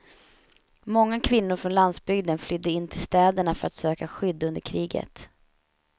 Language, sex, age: Swedish, female, 31